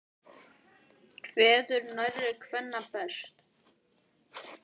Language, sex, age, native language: Icelandic, male, 10, Icelandic